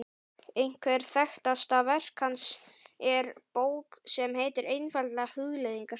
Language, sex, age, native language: Icelandic, male, 12, Icelandic